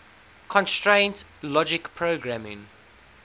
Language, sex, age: English, male, 19